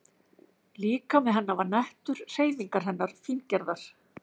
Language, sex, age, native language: Icelandic, female, 50-59, Icelandic